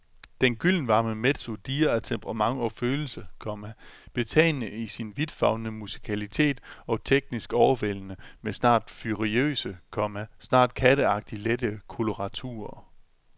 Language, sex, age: Danish, male, 27